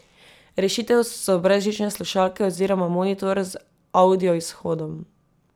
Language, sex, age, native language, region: Slovenian, female, 18-29, Slovenian, Drava region